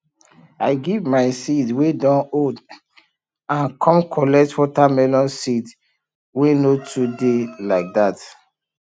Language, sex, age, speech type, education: Nigerian Pidgin, male, 30-45, spontaneous, tertiary